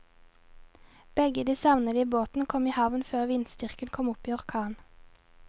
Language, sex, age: Norwegian, female, 22